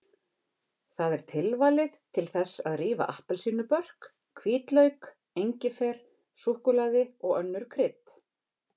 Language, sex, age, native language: Icelandic, female, 50-59, Icelandic